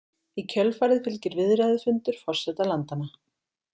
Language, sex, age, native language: Icelandic, female, 40-49, Icelandic